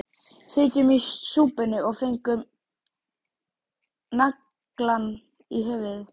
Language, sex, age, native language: Icelandic, female, 12, Icelandic